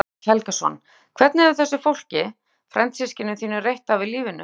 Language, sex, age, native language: Icelandic, female, 40-49, Icelandic